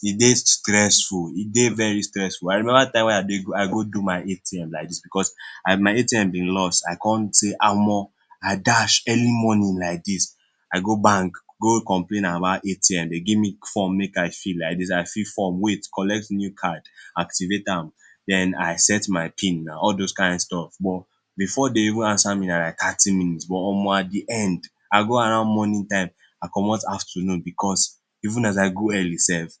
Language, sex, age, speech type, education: Nigerian Pidgin, male, 15-29, spontaneous, secondary